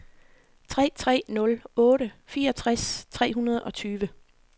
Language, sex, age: Danish, female, 40